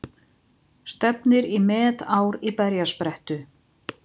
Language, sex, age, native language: Icelandic, female, 50-59, Icelandic